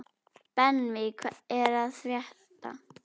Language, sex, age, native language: Icelandic, female, 12, Icelandic